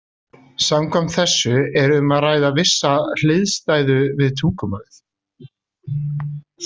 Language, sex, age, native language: Icelandic, male, 30-39, Icelandic